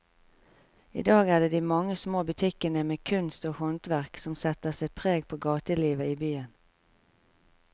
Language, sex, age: Norwegian, female, 45